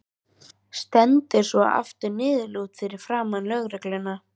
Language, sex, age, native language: Icelandic, female, 13, Icelandic